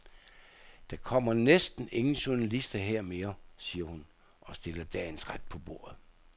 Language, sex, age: Danish, male, 67